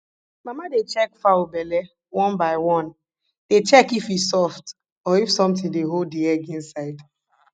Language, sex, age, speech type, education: Nigerian Pidgin, female, 15-29, spontaneous, tertiary